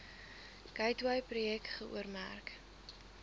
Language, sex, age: Afrikaans, female, 19